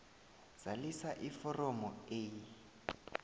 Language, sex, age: South Ndebele, male, 20